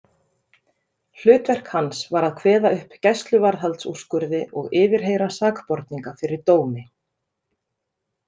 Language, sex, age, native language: Icelandic, female, 30-39, Icelandic